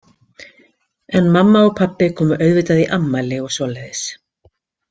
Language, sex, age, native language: Icelandic, female, 50-59, Icelandic